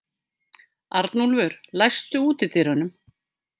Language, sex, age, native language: Icelandic, female, 50-59, Icelandic